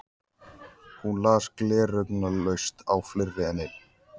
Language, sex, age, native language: Icelandic, male, 14, Icelandic